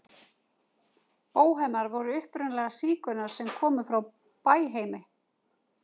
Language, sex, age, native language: Icelandic, female, 40-49, Icelandic